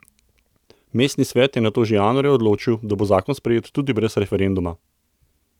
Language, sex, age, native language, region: Slovenian, male, 30-49, Slovenian, Central Slovenia